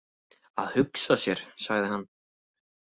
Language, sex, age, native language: Icelandic, male, 18-19, Icelandic